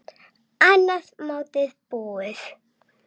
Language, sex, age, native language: Icelandic, female, 6, Icelandic